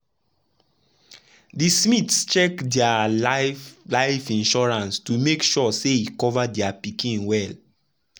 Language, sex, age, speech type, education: Nigerian Pidgin, male, 15-29, spontaneous, tertiary